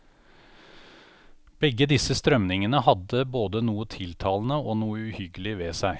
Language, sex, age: Norwegian, male, 49